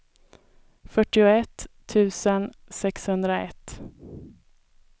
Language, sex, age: Swedish, female, 24